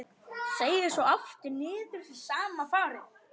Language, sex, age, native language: Icelandic, male, 12, Icelandic